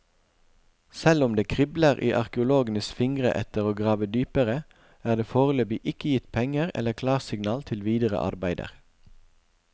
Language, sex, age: Norwegian, male, 41